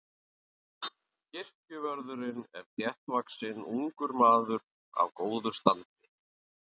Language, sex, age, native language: Icelandic, male, 40-49, Icelandic